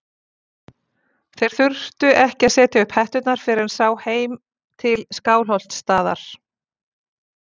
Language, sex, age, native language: Icelandic, female, 40-49, Icelandic